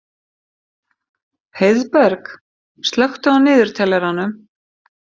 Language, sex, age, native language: Icelandic, female, 50-59, Icelandic